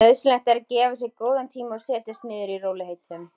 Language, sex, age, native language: Icelandic, female, 20-29, Icelandic